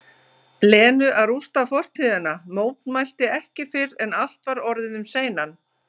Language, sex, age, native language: Icelandic, female, 50-59, Icelandic